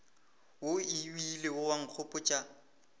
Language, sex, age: Northern Sotho, male, 18